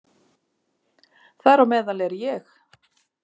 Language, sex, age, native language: Icelandic, female, 50-59, Icelandic